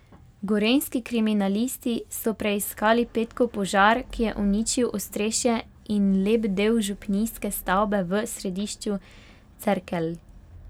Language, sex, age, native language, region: Slovenian, female, 18-29, Slovenian, Pomurje region